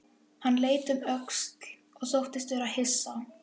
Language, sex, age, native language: Icelandic, female, 11, Icelandic